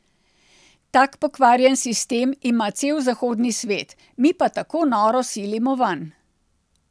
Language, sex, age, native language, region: Slovenian, female, 60+, Slovenian, Central Slovenia